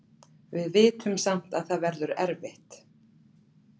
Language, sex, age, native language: Icelandic, female, 40-49, Icelandic